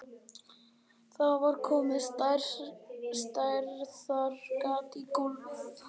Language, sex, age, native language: Icelandic, male, 11, Icelandic